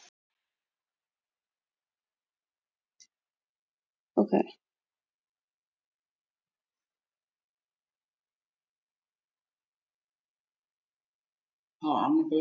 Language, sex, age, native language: Icelandic, female, 30-39, Icelandic